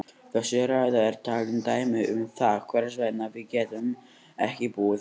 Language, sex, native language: Icelandic, male, Icelandic